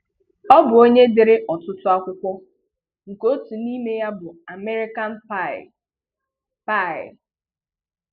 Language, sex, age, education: Igbo, female, 15-29, tertiary